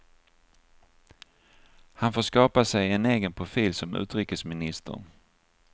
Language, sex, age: Swedish, male, 49